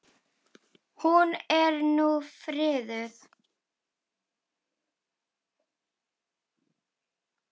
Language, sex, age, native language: Icelandic, female, 10, Icelandic